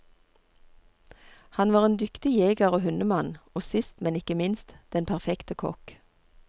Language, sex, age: Norwegian, female, 39